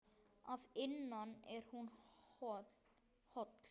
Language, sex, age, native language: Icelandic, male, 9, Icelandic